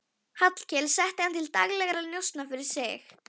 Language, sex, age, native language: Icelandic, female, 11, Icelandic